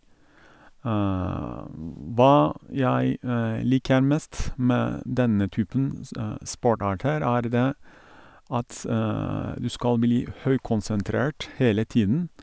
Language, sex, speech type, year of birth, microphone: Norwegian, male, spontaneous, 1982, Sennheiser